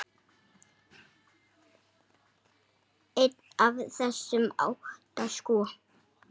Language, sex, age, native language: Icelandic, male, 6, Icelandic